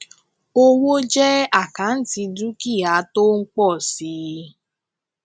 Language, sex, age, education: Yoruba, female, 15-29, tertiary